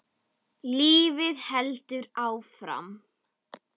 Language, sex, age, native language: Icelandic, female, 10, Icelandic